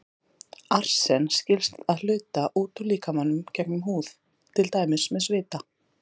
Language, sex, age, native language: Icelandic, female, 30-39, Icelandic